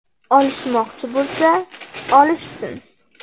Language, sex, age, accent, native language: Uzbek, female, under 19, Navoiy, Uzbek